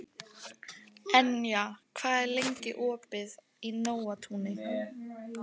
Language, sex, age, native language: Icelandic, female, 15, Icelandic